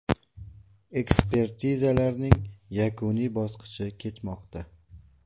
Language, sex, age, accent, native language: Uzbek, male, 18-24, Navoiy, Uzbek